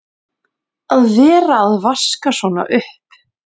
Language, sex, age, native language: Icelandic, female, 40-49, Icelandic